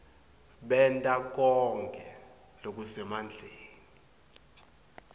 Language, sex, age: Swati, male, 22